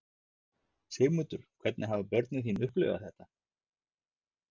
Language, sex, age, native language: Icelandic, male, 50-59, Icelandic